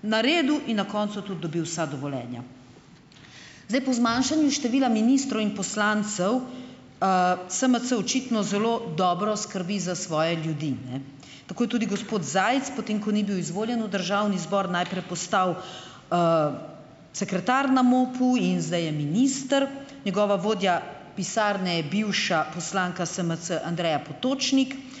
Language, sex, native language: Slovenian, female, Slovenian